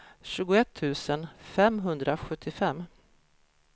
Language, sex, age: Swedish, female, 53